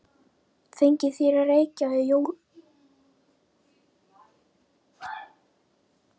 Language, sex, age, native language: Icelandic, female, 11, Icelandic